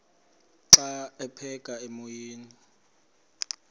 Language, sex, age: Xhosa, male, 20